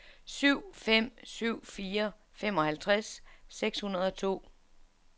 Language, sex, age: Danish, female, 47